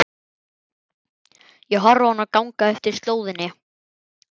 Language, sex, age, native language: Icelandic, male, 11, Icelandic